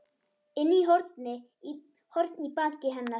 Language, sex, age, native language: Icelandic, female, 10, Icelandic